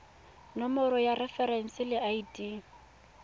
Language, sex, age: Tswana, female, 22